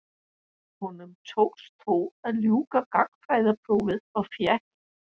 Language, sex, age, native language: Icelandic, female, 60-69, Danish